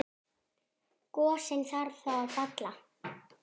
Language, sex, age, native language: Icelandic, female, 8, Icelandic